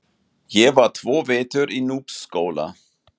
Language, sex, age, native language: Icelandic, male, 40-49, German